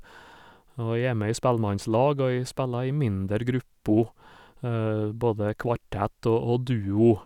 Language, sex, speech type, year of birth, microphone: Norwegian, male, spontaneous, 1956, Sennheiser